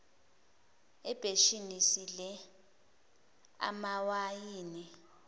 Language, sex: Zulu, female